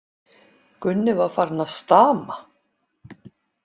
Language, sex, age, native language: Icelandic, female, 50-59, Icelandic